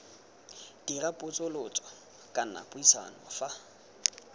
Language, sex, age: Tswana, male, 20